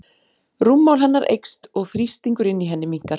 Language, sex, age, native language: Icelandic, female, 40-49, Icelandic